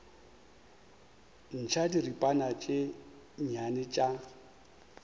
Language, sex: Northern Sotho, male